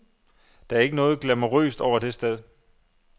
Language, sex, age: Danish, male, 27